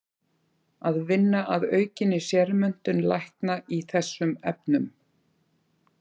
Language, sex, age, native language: Icelandic, female, 50-59, Icelandic